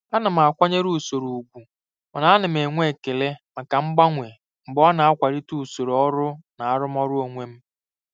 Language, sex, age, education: Igbo, male, 15-29, secondary